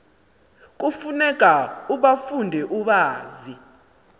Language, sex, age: Xhosa, male, 19